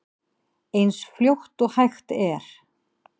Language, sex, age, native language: Icelandic, female, 50-59, Icelandic